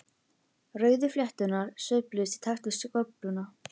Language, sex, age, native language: Icelandic, female, 11, Icelandic